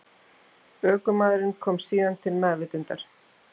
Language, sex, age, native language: Icelandic, female, 50-59, Icelandic